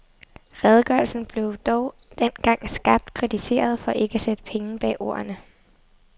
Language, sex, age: Danish, female, 23